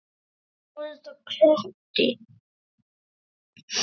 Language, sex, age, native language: Icelandic, male, 9, Icelandic